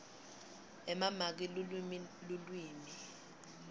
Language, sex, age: Swati, female, 21